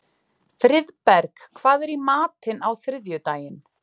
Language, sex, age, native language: Icelandic, female, 30-39, Icelandic